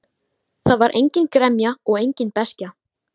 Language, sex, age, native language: Icelandic, female, 13, Icelandic